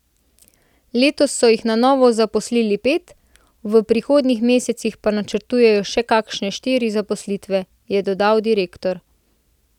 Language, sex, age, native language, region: Slovenian, female, 18-29, Slovenian, Central Slovenia